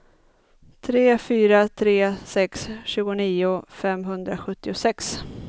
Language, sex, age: Swedish, female, 30